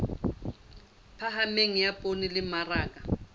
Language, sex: Southern Sotho, female